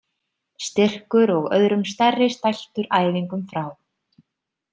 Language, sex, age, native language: Icelandic, female, 30-39, Icelandic